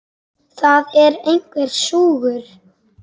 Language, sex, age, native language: Icelandic, female, 10, Icelandic